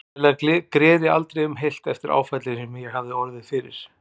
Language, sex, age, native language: Icelandic, male, 40-49, Icelandic